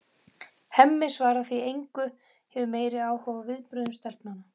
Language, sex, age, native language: Icelandic, female, 12, Icelandic